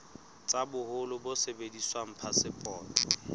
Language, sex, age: Southern Sotho, male, 23